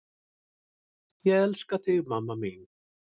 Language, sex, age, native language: Icelandic, male, 6, Icelandic